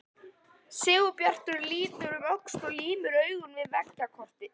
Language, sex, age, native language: Icelandic, female, 11, Icelandic